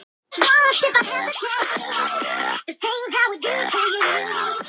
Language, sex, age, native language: Icelandic, female, 18-19, Thai